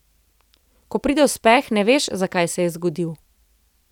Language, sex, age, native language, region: Slovenian, female, 30-49, Slovenian, Central Slovenia